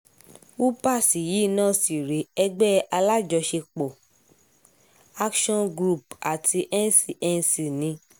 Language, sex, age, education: Yoruba, female, 15-29, tertiary